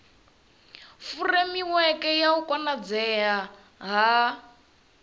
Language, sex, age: Venda, female, 27